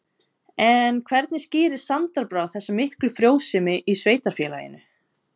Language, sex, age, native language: Icelandic, female, 20-29, Icelandic